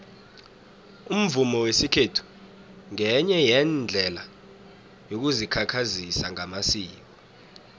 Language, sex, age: South Ndebele, male, 19